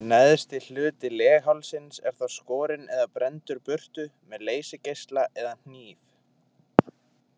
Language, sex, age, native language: Icelandic, male, 20-29, Icelandic